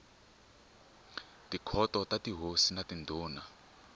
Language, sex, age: Tsonga, male, 24